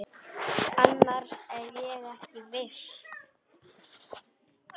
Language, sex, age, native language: Icelandic, male, 10, Polish